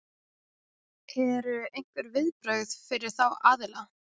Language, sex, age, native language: Icelandic, female, 20-29, Icelandic